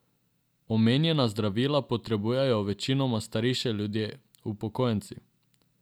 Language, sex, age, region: Slovenian, male, 18-29, Drava region